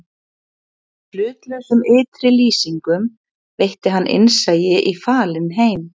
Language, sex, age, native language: Icelandic, female, 40-49, Icelandic